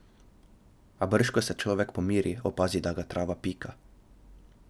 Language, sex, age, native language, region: Slovenian, male, 12-17, Slovenian, Drava region